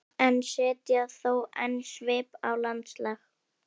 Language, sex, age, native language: Icelandic, female, 11, Icelandic